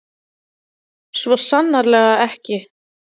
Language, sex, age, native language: Icelandic, female, 30-39, Icelandic